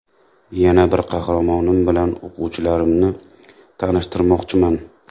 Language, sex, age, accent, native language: Uzbek, male, 25-34, Toshkent viloyati, Uzbek